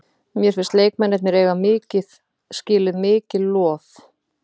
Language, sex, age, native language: Icelandic, female, 40-49, Icelandic